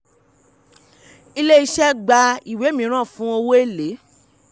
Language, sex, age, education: Yoruba, female, 15-29, tertiary